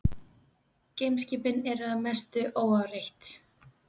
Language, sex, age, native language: Icelandic, female, 20-29, Icelandic